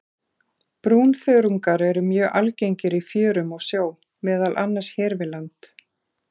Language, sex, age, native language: Icelandic, female, 40-49, Icelandic